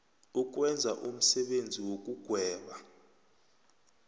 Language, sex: South Ndebele, male